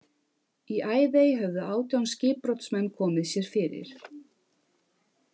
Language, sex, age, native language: Icelandic, female, 50-59, Icelandic